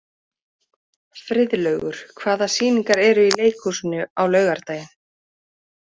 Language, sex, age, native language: Icelandic, female, 30-39, Icelandic